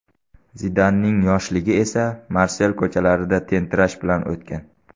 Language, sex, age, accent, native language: Uzbek, male, 19-29, Sirdaryo, Uzbek